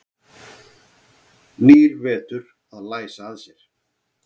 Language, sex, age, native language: Icelandic, male, 40-49, Icelandic